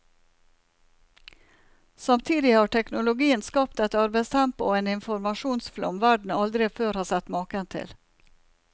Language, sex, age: Norwegian, female, 47